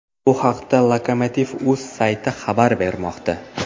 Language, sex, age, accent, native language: Uzbek, male, 18-24, Navoiy, Uzbek